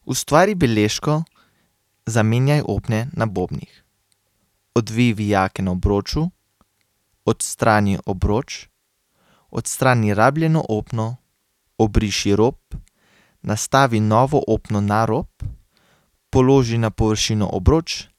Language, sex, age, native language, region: Slovenian, male, 18-29, Slovenian, Carinthia region